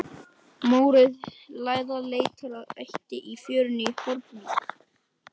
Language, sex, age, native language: Icelandic, male, 18-19, Icelandic